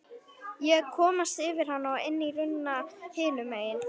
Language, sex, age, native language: Icelandic, female, 11, Icelandic